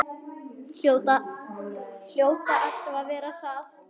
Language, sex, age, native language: Icelandic, female, 10, Icelandic